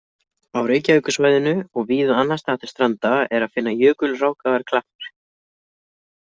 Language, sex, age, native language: Icelandic, other, 20-29, Icelandic